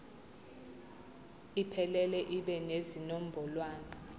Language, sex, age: Zulu, female, 20